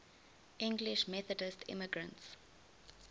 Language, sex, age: English, female, 20